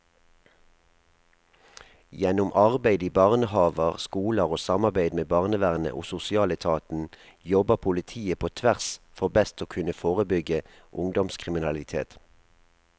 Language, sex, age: Norwegian, male, 37